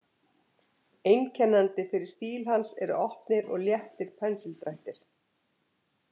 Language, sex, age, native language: Icelandic, female, 50-59, Icelandic